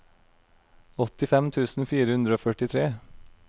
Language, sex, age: Norwegian, male, 32